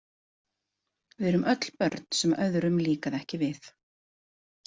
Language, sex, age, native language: Icelandic, female, 40-49, Icelandic